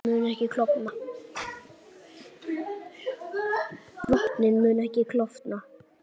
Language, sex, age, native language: Icelandic, female, 8, Icelandic